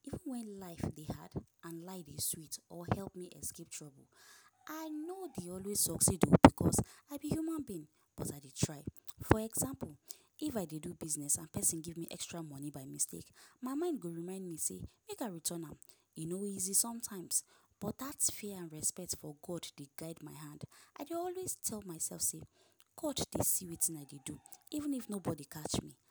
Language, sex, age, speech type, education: Nigerian Pidgin, female, 15-29, spontaneous, tertiary